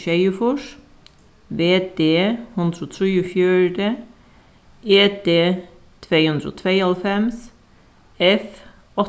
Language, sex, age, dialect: Faroese, female, 36-60, Suðuroy